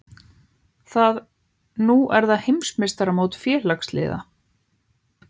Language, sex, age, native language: Icelandic, female, 18-19, Icelandic